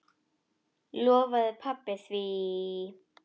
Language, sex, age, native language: Icelandic, female, 10, Icelandic